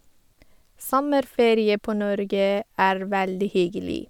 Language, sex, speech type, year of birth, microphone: Norwegian, female, spontaneous, 1985, Sennheiser